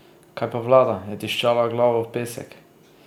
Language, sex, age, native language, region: Slovenian, male, 30-49, Slovenian, Drava region